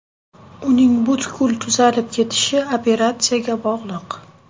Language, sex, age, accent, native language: Uzbek, female, 18-24, Toshkent shahri, Uzbek